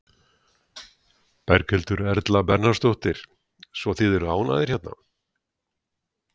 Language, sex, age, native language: Icelandic, male, 60-69, Icelandic